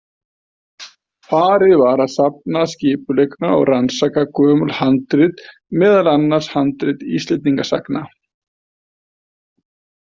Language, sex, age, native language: Icelandic, male, 50-59, Icelandic